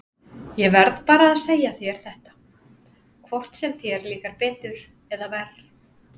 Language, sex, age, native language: Icelandic, female, 30-39, Icelandic